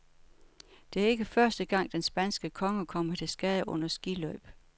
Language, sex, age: Danish, female, 61